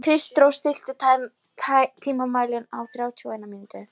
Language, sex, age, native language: Icelandic, female, 11, Polish